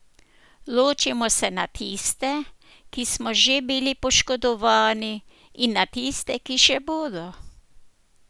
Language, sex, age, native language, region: Slovenian, female, 60+, Slovenian, Posavska region